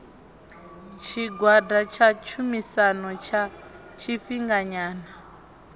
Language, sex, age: Venda, female, 21